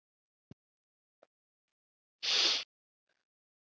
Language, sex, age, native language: Icelandic, female, 10, Icelandic